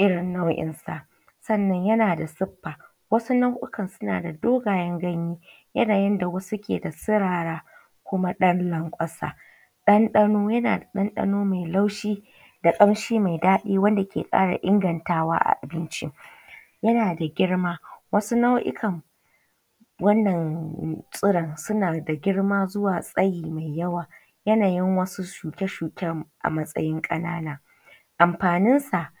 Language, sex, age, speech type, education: Hausa, female, 15-29, spontaneous, tertiary